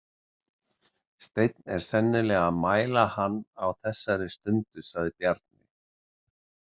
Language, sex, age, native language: Icelandic, male, 60-69, Icelandic